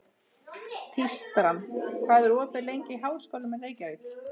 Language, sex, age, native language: Icelandic, female, 30-39, Icelandic